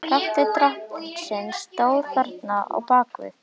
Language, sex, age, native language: Icelandic, female, 11, Icelandic